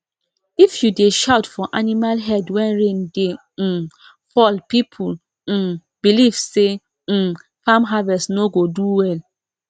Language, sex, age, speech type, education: Nigerian Pidgin, female, 15-29, spontaneous, tertiary